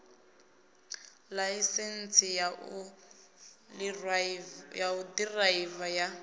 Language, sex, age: Venda, female, 19